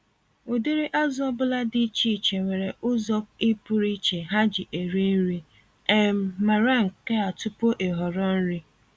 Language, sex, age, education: Igbo, female, 30-45, tertiary